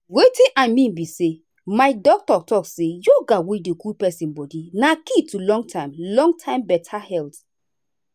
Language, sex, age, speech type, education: Nigerian Pidgin, female, 30-45, spontaneous, tertiary